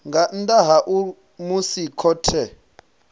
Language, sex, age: Venda, male, 25